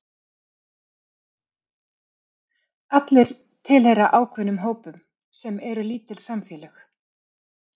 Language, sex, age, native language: Icelandic, female, 30-39, Icelandic